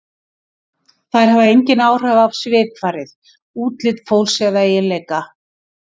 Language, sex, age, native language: Icelandic, female, 60-69, Icelandic